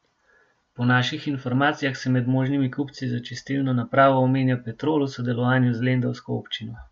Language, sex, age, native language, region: Slovenian, male, 18-29, Slovenian, Gorenjska region